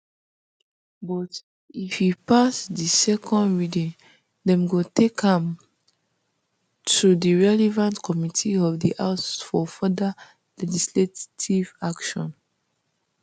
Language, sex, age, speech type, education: Nigerian Pidgin, female, 15-29, spontaneous, tertiary